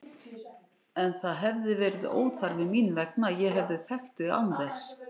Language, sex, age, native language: Icelandic, female, 60-69, Icelandic